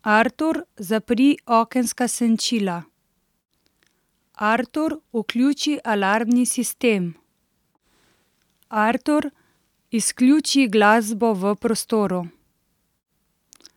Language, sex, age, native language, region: Slovenian, female, 30-49, Slovenian, Central Slovenia